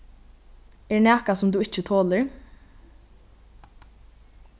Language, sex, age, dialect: Faroese, female, 15-35, Norðurstreymoy/Eysturoy